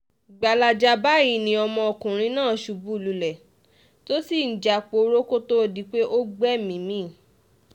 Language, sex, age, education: Yoruba, female, 15-29, tertiary